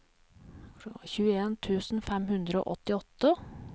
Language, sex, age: Norwegian, female, 37